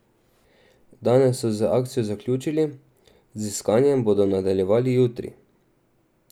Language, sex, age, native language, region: Slovenian, male, 18-29, Slovenian, Drava region